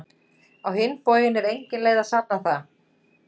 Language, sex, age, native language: Icelandic, female, 30-39, Icelandic